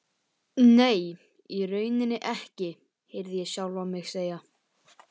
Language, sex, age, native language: Icelandic, male, 12, Icelandic